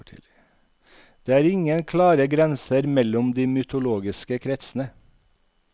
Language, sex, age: Norwegian, male, 51